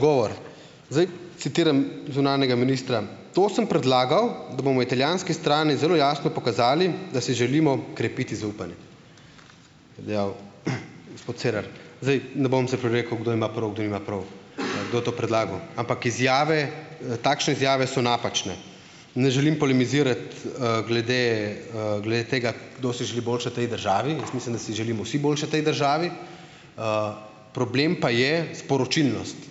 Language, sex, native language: Slovenian, male, Slovenian